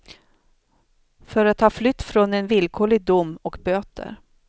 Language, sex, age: Swedish, female, 42